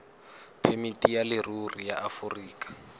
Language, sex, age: Tswana, male, 18